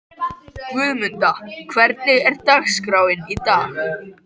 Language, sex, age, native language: Icelandic, male, 13, Icelandic